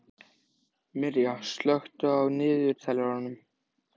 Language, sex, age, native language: Icelandic, male, 14, Icelandic